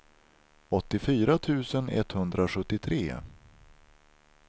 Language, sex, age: Swedish, male, 43